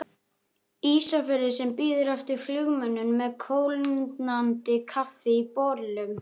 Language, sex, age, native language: Icelandic, male, 11, Icelandic